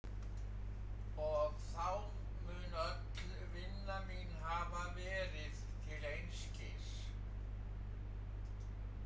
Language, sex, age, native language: Icelandic, male, 60-69, Icelandic